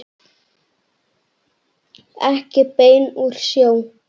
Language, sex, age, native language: Icelandic, male, 9, Icelandic